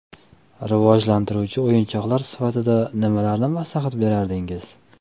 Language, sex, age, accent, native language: Uzbek, male, 25-34, Toshkent viloyati, Uzbek